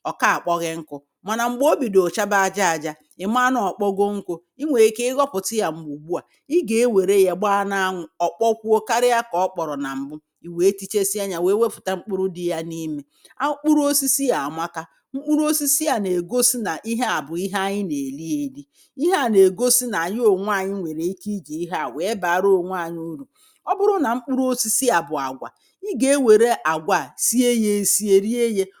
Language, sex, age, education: Igbo, female, 30-45, primary